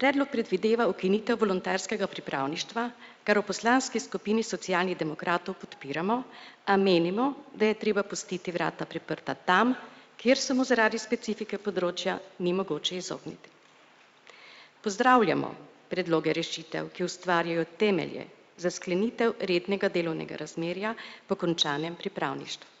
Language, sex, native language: Slovenian, female, Slovenian